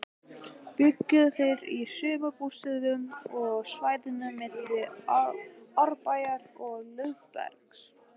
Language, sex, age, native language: Icelandic, male, 15, Icelandic